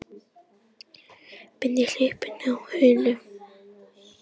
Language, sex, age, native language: Icelandic, female, 18-19, Icelandic